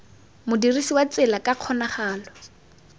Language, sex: Tswana, female